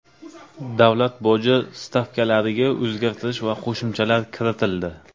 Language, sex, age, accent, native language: Uzbek, male, 25-34, Navoiy, Uzbek